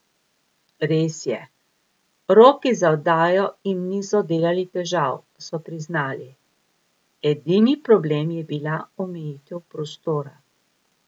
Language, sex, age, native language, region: Slovenian, female, 50-59, Slovenian, Gorica region